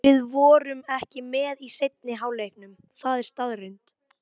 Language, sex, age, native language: Icelandic, female, 18-19, Icelandic